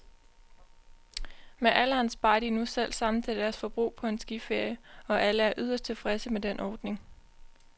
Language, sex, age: Danish, female, 20